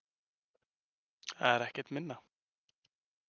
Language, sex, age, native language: Icelandic, male, 20-29, Swedish